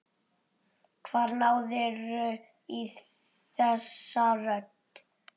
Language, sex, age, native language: Icelandic, male, 8, Icelandic